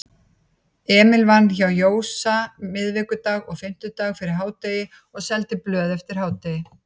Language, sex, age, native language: Icelandic, female, 50-59, Icelandic